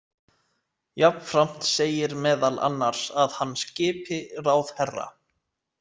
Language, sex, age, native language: Icelandic, male, 30-39, Icelandic